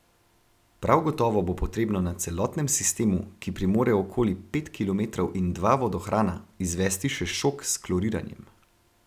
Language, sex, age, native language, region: Slovenian, male, 18-29, Slovenian, Gorenjska region